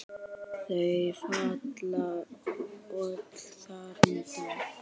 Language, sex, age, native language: Icelandic, female, 60-69, Icelandic